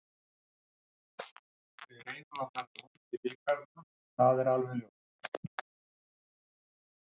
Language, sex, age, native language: Icelandic, male, 60-69, Icelandic